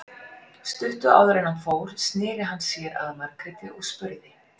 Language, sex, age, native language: Icelandic, female, 40-49, Icelandic